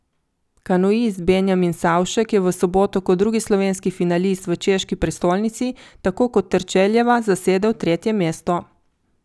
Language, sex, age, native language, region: Slovenian, female, 50-59, Slovenian, Coastal Karst region